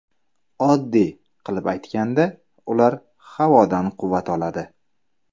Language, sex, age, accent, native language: Uzbek, male, 25-34, Samarqand, Uzbek